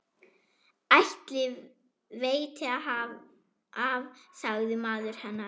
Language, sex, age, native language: Icelandic, female, 11, German